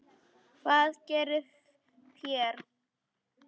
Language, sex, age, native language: Icelandic, female, 10, Polish